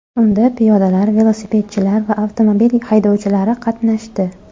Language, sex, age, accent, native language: Uzbek, female, 25-34, Toshkent shahri, Uzbek